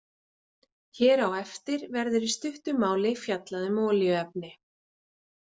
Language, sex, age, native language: Icelandic, female, 40-49, Icelandic